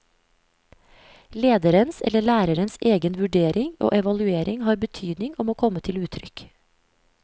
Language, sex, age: Norwegian, female, 35